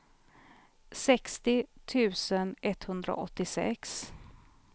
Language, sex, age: Swedish, female, 43